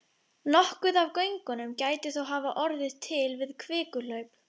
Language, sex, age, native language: Icelandic, female, 11, Icelandic